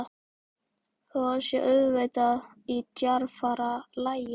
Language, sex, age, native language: Icelandic, male, 12, Icelandic